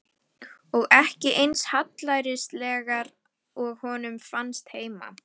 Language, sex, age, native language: Icelandic, female, 11, Icelandic